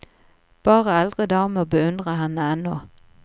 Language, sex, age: Norwegian, female, 38